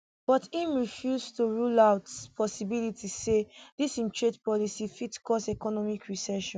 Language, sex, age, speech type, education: Nigerian Pidgin, female, 15-29, spontaneous, tertiary